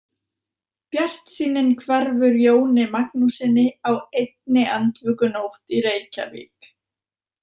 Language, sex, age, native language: Icelandic, female, 20-29, Icelandic